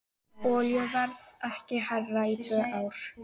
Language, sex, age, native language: Icelandic, female, 18-19, Icelandic